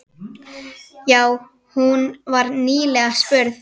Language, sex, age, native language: Icelandic, female, 10, Icelandic